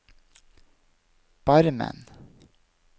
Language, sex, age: Norwegian, male, 32